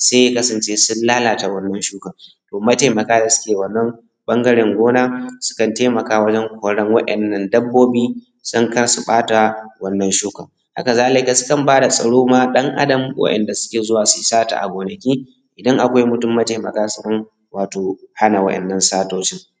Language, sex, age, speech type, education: Hausa, male, 15-29, spontaneous, tertiary